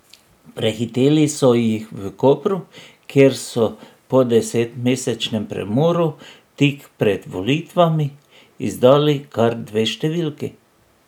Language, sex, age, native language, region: Slovenian, male, 60+, Slovenian, Drava region